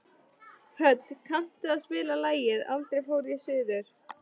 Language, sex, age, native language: Icelandic, female, 13, Icelandic